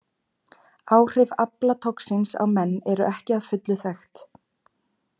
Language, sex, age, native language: Icelandic, female, 20-29, Icelandic